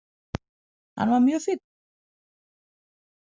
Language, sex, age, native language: Icelandic, female, 40-49, Danish